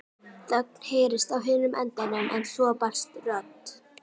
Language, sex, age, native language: Icelandic, female, 12, Icelandic